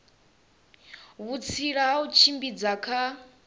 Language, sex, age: Venda, female, 27